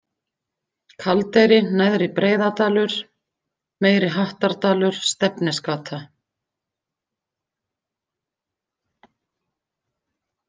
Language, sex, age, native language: Icelandic, female, 50-59, Icelandic